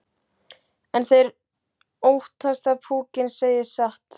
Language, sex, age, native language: Icelandic, male, 12, Icelandic